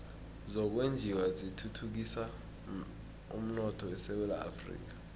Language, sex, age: South Ndebele, male, 20